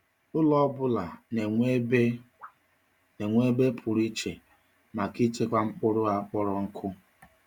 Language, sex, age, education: Igbo, male, 46-60, tertiary